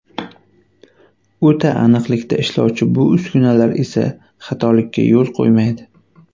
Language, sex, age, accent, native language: Uzbek, male, 19-29, Qashqadaryo, Uzbek